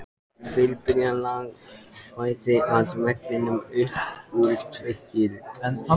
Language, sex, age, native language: Icelandic, male, 14, Icelandic